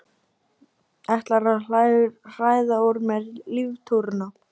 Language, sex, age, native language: Icelandic, male, 12, Icelandic